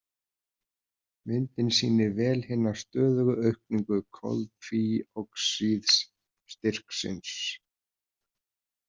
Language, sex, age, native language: Icelandic, male, 50-59, Icelandic